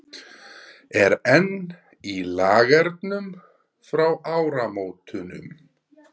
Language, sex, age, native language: Icelandic, male, 30-39, Icelandic